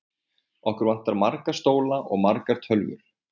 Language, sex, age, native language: Icelandic, male, 20-29, Icelandic